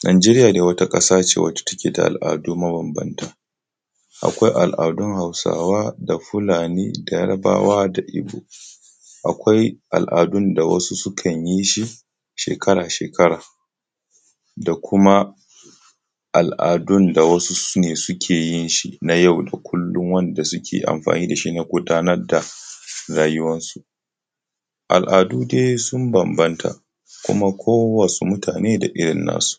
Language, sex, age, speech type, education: Hausa, male, 15-29, spontaneous, tertiary